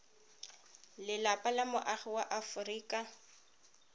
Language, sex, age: Tswana, female, 31